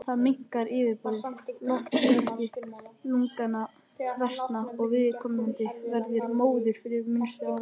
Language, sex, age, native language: Icelandic, male, 20-29, Icelandic